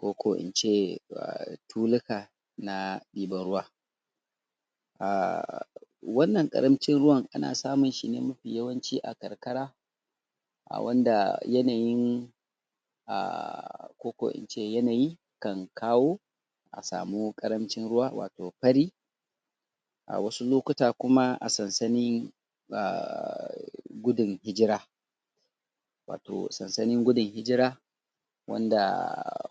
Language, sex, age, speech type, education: Hausa, male, 30-45, spontaneous, tertiary